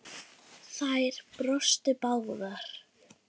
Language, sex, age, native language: Icelandic, female, 9, Icelandic